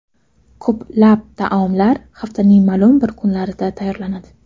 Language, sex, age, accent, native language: Uzbek, female, 12-17, Toshkent shahri, Uzbek